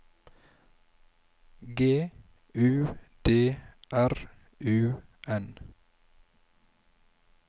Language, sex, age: Norwegian, male, 27